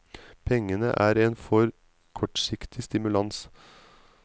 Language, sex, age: Norwegian, male, 35